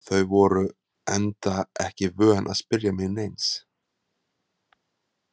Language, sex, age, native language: Icelandic, male, 40-49, Icelandic